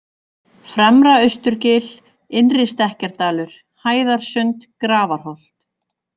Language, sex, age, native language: Icelandic, female, 40-49, Icelandic